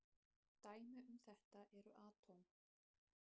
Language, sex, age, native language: Icelandic, female, 30-39, Icelandic